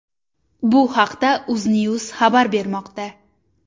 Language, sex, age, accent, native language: Uzbek, female, 19-29, Surxondaryo, Uzbek